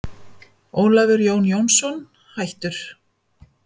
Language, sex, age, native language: Icelandic, female, 50-59, Icelandic